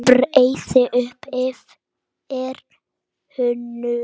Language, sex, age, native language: Icelandic, female, 8, Icelandic